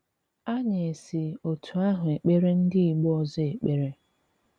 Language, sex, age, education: Igbo, female, 30-45, tertiary